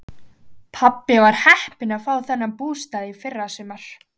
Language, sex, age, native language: Icelandic, female, 11, Icelandic